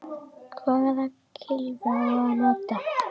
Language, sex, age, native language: Icelandic, female, 10, Icelandic